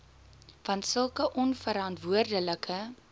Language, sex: Afrikaans, female